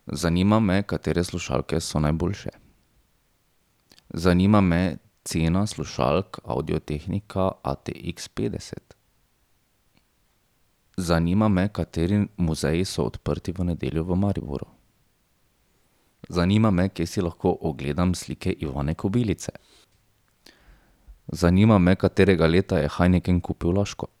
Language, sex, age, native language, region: Slovenian, male, 30-49, Slovenian, Drava region